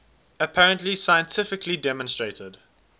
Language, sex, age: English, male, 19